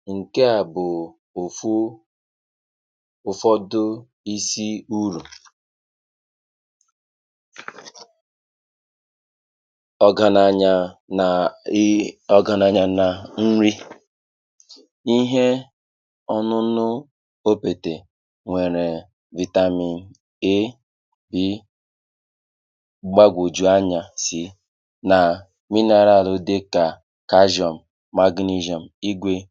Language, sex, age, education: Igbo, male, 30-45, tertiary